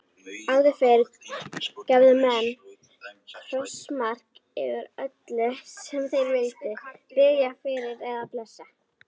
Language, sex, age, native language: Icelandic, female, 18-19, Icelandic